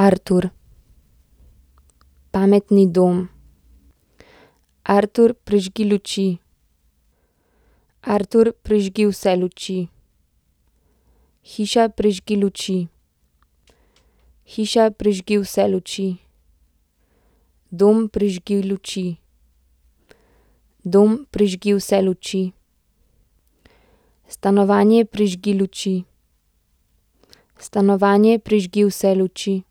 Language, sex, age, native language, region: Slovenian, female, 18-29, Slovenian, Central Slovenia